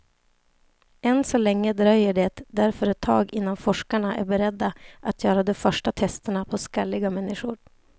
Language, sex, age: Swedish, female, 28